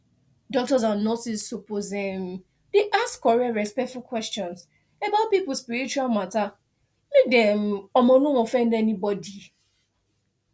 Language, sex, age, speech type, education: Nigerian Pidgin, female, 15-29, spontaneous, tertiary